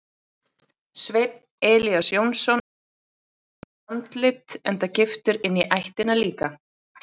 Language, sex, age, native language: Icelandic, female, 30-39, Icelandic